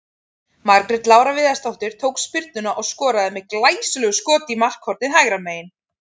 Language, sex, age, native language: Icelandic, female, 30-39, Icelandic